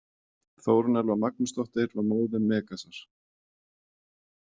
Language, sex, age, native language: Icelandic, male, 40-49, Icelandic